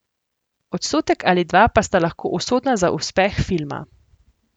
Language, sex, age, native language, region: Slovenian, female, 18-29, Slovenian, Central Slovenia